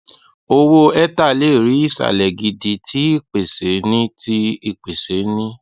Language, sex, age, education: Yoruba, male, 30-45, tertiary